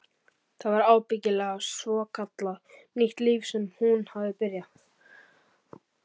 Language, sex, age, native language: Icelandic, male, 11, Icelandic